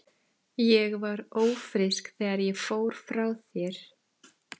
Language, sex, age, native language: Icelandic, female, 14, Icelandic